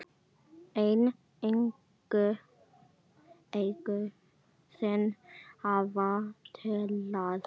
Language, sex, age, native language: Icelandic, female, 8, Icelandic